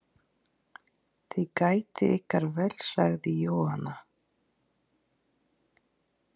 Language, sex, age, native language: Icelandic, female, 30-39, Polish